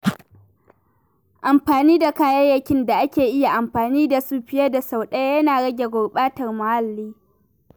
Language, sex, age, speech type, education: Hausa, female, 15-29, read, primary